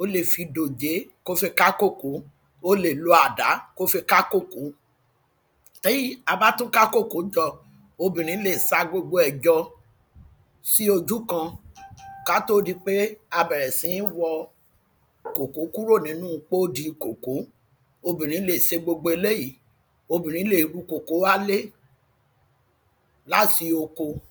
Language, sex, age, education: Yoruba, female, 46-60, tertiary